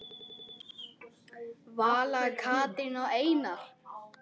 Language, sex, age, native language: Icelandic, male, 9, Icelandic